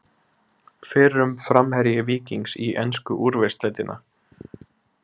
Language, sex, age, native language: Icelandic, male, 20-29, Icelandic